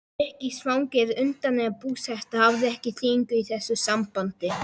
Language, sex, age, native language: Icelandic, male, 11, Polish